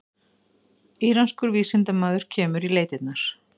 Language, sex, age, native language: Icelandic, female, 50-59, Icelandic